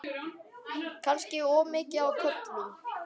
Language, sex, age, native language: Icelandic, male, 10, Icelandic